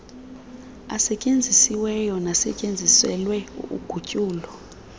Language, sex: Xhosa, female